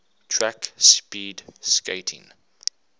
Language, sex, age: English, male, 24